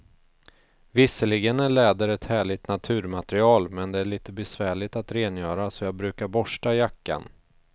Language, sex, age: Swedish, male, 34